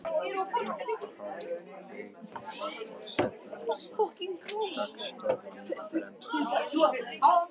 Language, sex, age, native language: Icelandic, male, 13, Icelandic